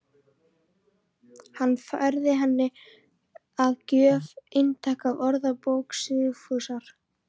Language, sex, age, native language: Icelandic, female, 14, Icelandic